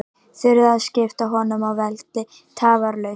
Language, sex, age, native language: Icelandic, female, 18-19, Icelandic